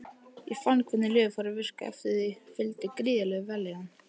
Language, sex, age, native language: Icelandic, male, 18-19, Icelandic